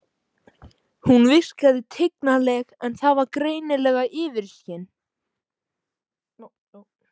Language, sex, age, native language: Icelandic, male, 18-19, Icelandic